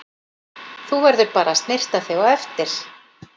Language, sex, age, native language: Icelandic, female, 40-49, Icelandic